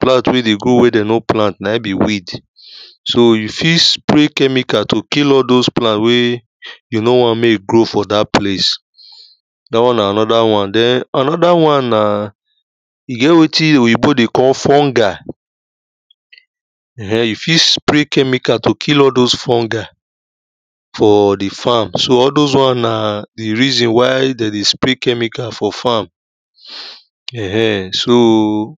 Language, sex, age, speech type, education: Nigerian Pidgin, male, 30-45, spontaneous, primary